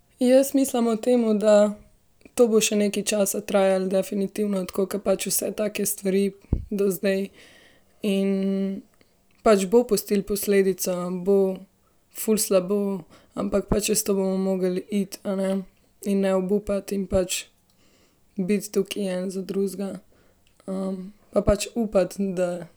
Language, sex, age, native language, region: Slovenian, female, 18-29, Slovenian, Central Slovenia